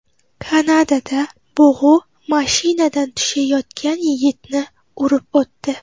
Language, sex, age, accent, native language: Uzbek, female, 12-17, Qoraqalpog'iston, Uzbek